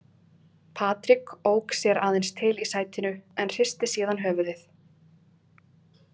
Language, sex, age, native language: Icelandic, female, 20-29, Icelandic